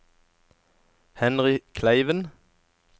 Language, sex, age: Norwegian, male, 37